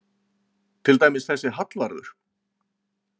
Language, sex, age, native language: Icelandic, male, 40-49, Icelandic